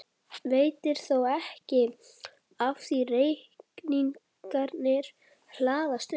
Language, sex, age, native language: Icelandic, male, 11, Icelandic